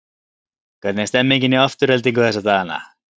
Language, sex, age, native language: Icelandic, male, 30-39, Icelandic